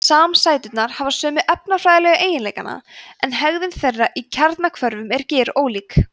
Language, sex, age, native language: Icelandic, female, 20-29, Icelandic